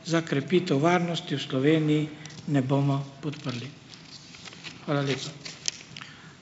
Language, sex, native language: Slovenian, male, Slovenian